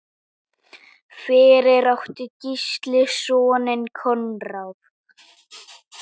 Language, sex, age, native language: Icelandic, male, 7, Icelandic